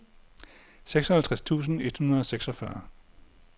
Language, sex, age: Danish, male, 40